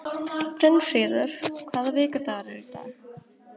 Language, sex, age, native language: Icelandic, female, 12, Icelandic